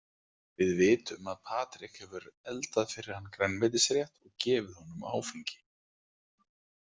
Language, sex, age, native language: Icelandic, male, 40-49, Icelandic